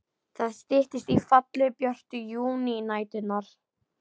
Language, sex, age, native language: Icelandic, female, 11, Icelandic